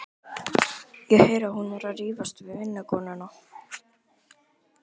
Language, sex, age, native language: Icelandic, male, 12, Icelandic